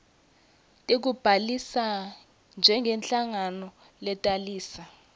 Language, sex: Swati, female